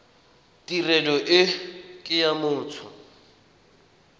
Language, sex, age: Tswana, male, 21